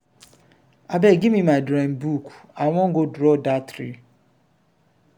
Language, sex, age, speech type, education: Nigerian Pidgin, male, 30-45, spontaneous, tertiary